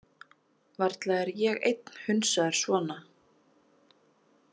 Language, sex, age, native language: Icelandic, female, 30-39, Icelandic